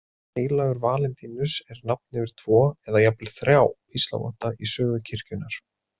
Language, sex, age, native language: Icelandic, male, 30-39, Icelandic